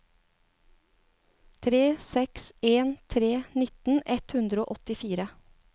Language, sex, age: Norwegian, female, 36